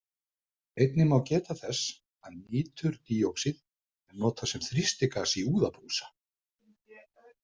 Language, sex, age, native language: Icelandic, male, 50-59, Icelandic